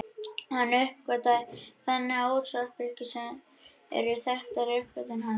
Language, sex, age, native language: Icelandic, male, 21, Icelandic